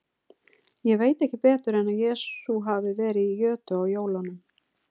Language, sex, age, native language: Icelandic, female, 40-49, Icelandic